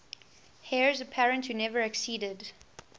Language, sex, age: English, female, 18